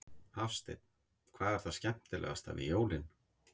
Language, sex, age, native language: Icelandic, male, 50-59, Icelandic